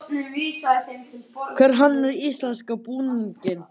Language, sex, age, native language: Icelandic, male, 11, Icelandic